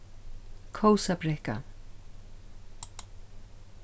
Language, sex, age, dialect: Faroese, female, 36-60, Suðurstreymoy